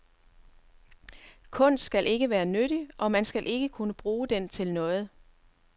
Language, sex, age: Danish, female, 42